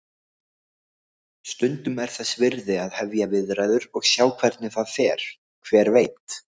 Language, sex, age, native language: Icelandic, other, 18-19, Icelandic